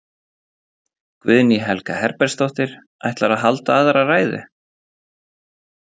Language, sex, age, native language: Icelandic, male, 30-39, Icelandic